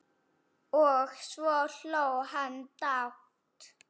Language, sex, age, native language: Icelandic, female, 7, Icelandic